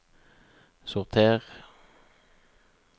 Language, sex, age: Norwegian, male, 36